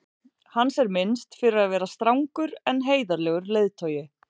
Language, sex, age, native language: Icelandic, female, 40-49, Icelandic